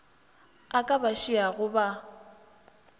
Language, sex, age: Northern Sotho, female, 21